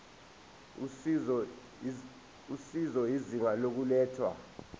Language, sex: Zulu, male